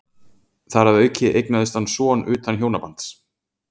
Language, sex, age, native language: Icelandic, male, 40-49, Icelandic